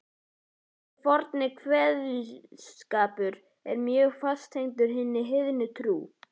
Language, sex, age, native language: Icelandic, male, 11, Icelandic